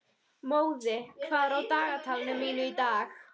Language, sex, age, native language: Icelandic, female, 13, Icelandic